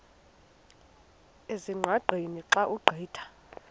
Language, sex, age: Xhosa, female, 21